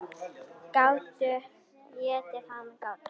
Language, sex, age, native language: Icelandic, female, 9, Icelandic